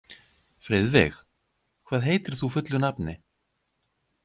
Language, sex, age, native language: Icelandic, male, 50-59, Icelandic